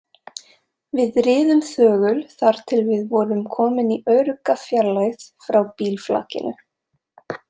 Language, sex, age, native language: Icelandic, female, 20-29, Serbo-Croatian